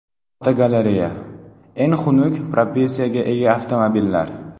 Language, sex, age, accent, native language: Uzbek, male, 12-17, Namangan, Uzbek